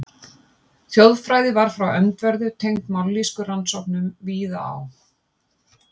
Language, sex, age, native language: Icelandic, female, 50-59, Icelandic